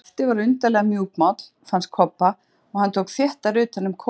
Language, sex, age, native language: Icelandic, female, 40-49, Icelandic